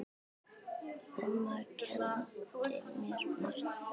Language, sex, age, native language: Icelandic, female, 10, Icelandic